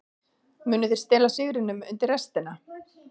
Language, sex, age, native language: Icelandic, female, 40-49, Icelandic